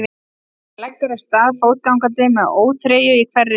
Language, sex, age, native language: Icelandic, male, 12, Icelandic